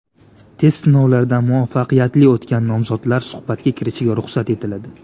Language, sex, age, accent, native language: Uzbek, male, 18-24, Namangan, Uzbek